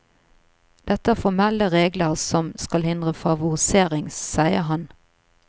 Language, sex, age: Norwegian, female, 38